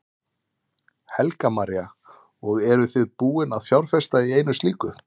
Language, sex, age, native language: Icelandic, male, 30-39, Icelandic